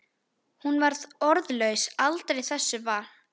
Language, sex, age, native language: Icelandic, female, 13, Icelandic